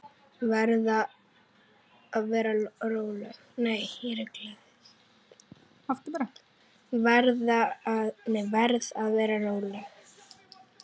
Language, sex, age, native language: Icelandic, male, 9, Icelandic